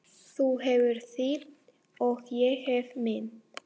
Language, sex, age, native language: Icelandic, female, 40-49, Spanish